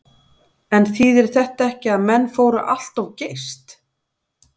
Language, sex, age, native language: Icelandic, female, 40-49, Icelandic